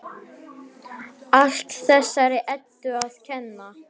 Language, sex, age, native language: Icelandic, other, 10, Icelandic